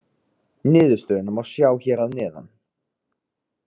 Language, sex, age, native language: Icelandic, male, 30-39, Icelandic